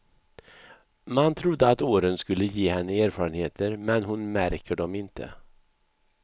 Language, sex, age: Swedish, male, 64